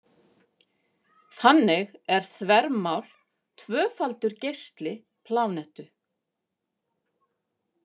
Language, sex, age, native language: Icelandic, female, 50-59, Icelandic